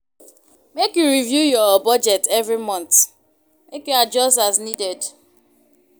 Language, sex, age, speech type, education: Nigerian Pidgin, female, 15-29, spontaneous, tertiary